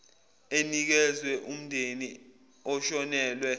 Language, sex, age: Zulu, male, 18